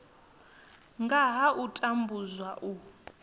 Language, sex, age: Venda, female, 22